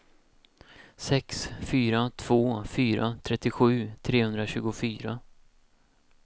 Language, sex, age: Swedish, male, 31